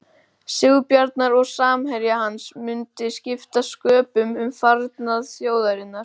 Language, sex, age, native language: Icelandic, male, 12, Icelandic